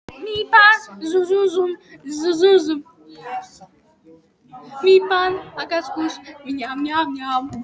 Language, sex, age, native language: Icelandic, female, 18-19, Polish